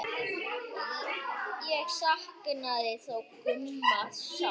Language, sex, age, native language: Icelandic, other, 8, Icelandic